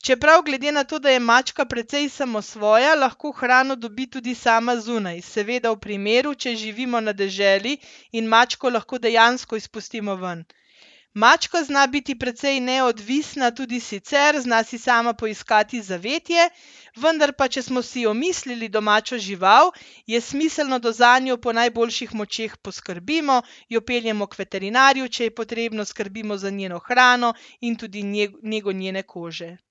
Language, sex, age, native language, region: Slovenian, female, 30-49, Slovenian, Central Slovenia